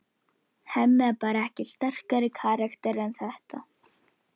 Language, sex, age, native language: Icelandic, female, 11, Icelandic